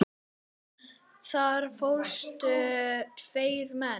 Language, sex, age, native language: Icelandic, male, 9, Icelandic